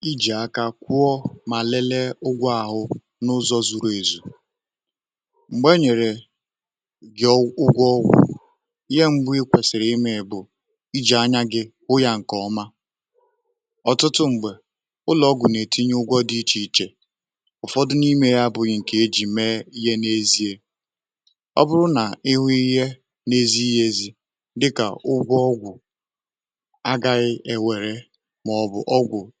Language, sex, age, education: Igbo, male, 15-29, tertiary